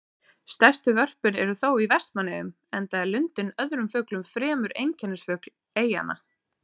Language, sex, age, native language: Icelandic, female, 30-39, Icelandic